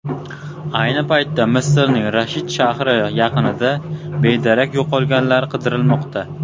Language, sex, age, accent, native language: Uzbek, male, under 19, Toshkent shahri, Uzbek